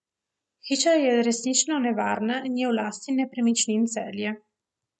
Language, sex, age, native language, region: Slovenian, female, 18-29, Slovenian, Primorsko-notranjska region